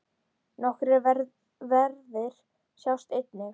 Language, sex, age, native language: Icelandic, female, 10, Icelandic